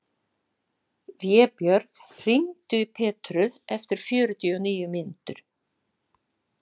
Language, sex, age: Icelandic, female, 60-69